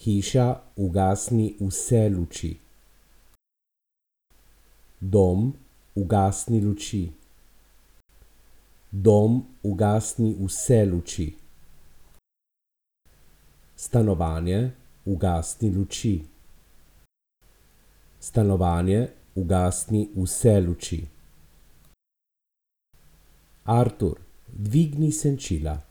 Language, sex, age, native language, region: Slovenian, male, 50-59, Slovenian, Abroad